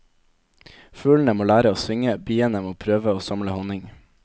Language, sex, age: Norwegian, male, 17